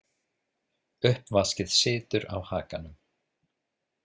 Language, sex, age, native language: Icelandic, male, 30-39, Icelandic